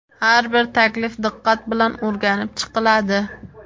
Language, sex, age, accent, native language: Uzbek, female, 18-24, Samarqand, Uzbek